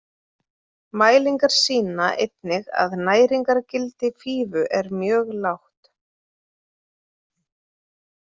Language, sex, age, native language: Icelandic, female, 30-39, Icelandic